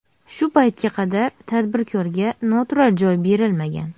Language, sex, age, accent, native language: Uzbek, female, 19-29, Farg'ona, Uzbek